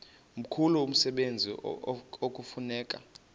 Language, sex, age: Xhosa, male, 28